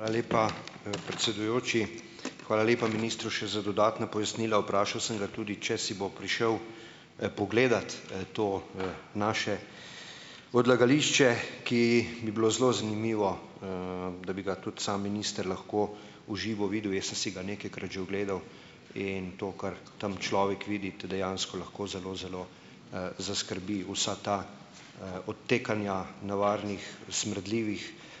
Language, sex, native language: Slovenian, male, Slovenian